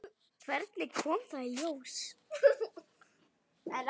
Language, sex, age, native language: Icelandic, female, 8, Icelandic